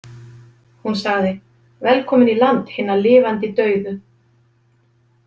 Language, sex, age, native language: Icelandic, female, 50-59, Icelandic